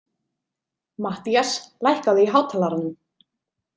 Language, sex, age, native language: Icelandic, female, 30-39, Icelandic